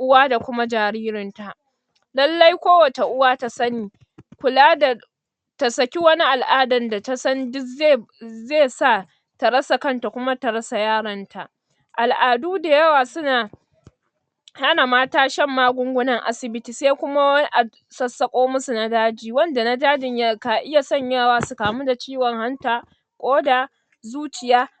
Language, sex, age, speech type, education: Hausa, female, 60+, spontaneous, secondary